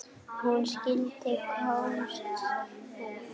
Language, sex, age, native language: Icelandic, female, 8, Icelandic